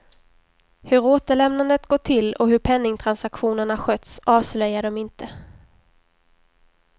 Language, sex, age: Swedish, female, 23